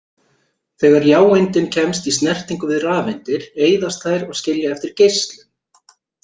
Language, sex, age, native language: Icelandic, male, 40-49, Icelandic